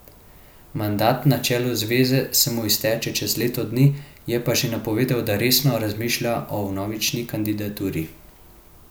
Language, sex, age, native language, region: Slovenian, male, 18-29, Slovenian, Central Slovenia